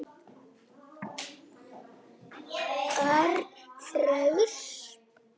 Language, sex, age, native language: Icelandic, male, 7, Icelandic